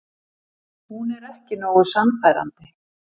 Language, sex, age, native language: Icelandic, female, 50-59, Icelandic